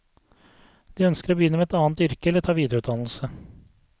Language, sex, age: Norwegian, male, 32